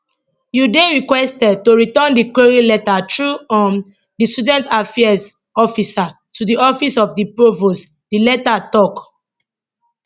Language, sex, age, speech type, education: Nigerian Pidgin, female, 30-45, spontaneous, tertiary